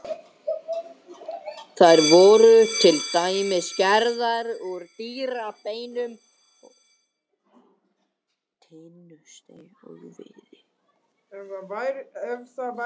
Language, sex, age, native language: Icelandic, other, 60-69, Icelandic